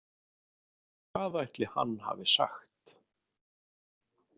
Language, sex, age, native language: Icelandic, male, 30-39, Icelandic